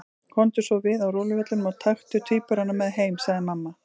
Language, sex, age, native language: Icelandic, female, 40-49, Icelandic